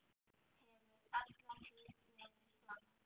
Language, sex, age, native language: Icelandic, female, 8, Icelandic